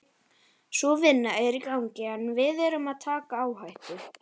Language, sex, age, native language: Icelandic, male, 40-49, Icelandic